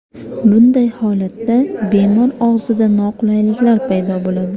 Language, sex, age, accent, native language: Uzbek, female, 19-29, Farg'ona, Uzbek